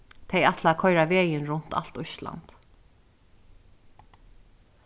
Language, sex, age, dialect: Faroese, female, 36-60, Suðuroy